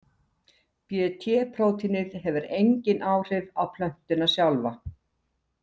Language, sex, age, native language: Icelandic, female, 60-69, Icelandic